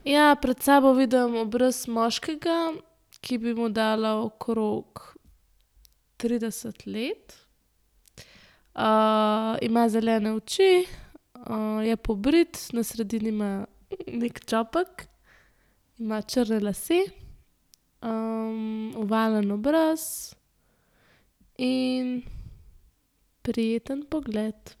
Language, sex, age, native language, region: Slovenian, female, 18-29, Slovenian, Central Slovenia